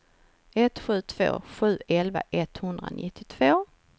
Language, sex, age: Swedish, female, 49